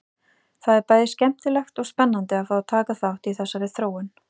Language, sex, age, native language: Icelandic, female, 30-39, Icelandic